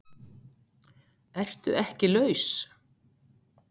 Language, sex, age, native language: Icelandic, female, 60-69, Icelandic